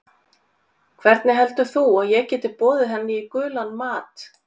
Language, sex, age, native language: Icelandic, female, 40-49, Icelandic